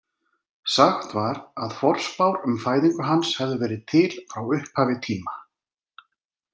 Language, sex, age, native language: Icelandic, male, 40-49, Icelandic